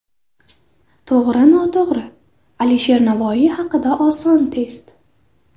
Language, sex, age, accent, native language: Uzbek, female, under 19, Navoiy, Uzbek